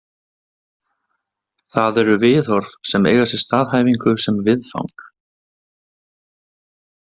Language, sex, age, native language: Icelandic, male, 20-29, Icelandic